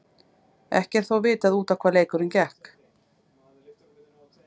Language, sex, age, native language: Icelandic, female, 50-59, Icelandic